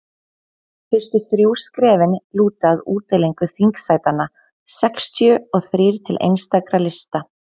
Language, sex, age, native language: Icelandic, female, 20-29, Icelandic